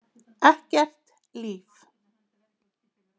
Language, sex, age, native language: Icelandic, female, 50-59, Icelandic